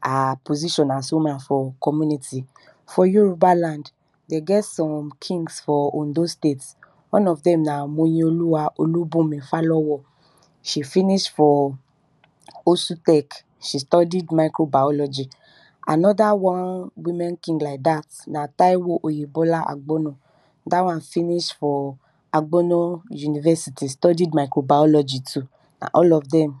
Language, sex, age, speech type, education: Nigerian Pidgin, female, 30-45, spontaneous, tertiary